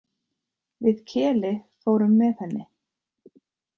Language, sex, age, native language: Icelandic, female, 30-39, Icelandic